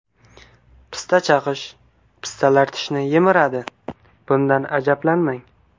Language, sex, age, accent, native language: Uzbek, male, 19-29, Qashqadaryo, Uzbek